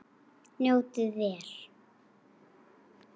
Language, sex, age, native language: Icelandic, female, 8, Icelandic